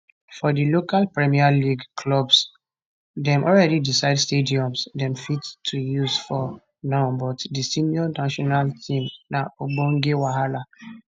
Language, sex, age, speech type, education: Nigerian Pidgin, male, 15-29, spontaneous, tertiary